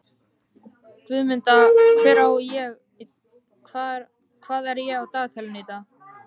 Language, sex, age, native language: Icelandic, male, 13, Icelandic